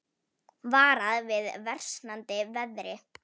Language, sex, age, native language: Icelandic, female, 18-19, Icelandic